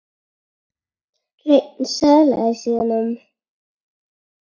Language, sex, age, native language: Icelandic, female, 9, Icelandic